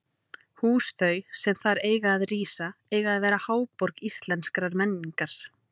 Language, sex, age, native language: Icelandic, female, 30-39, Icelandic